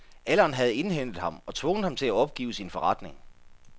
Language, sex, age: Danish, male, 33